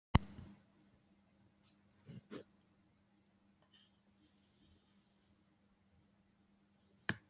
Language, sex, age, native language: Icelandic, male, 13, Icelandic